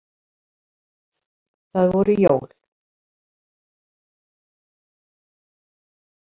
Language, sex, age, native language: Icelandic, female, 50-59, Icelandic